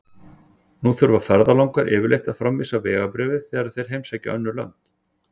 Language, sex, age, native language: Icelandic, male, 40-49, Icelandic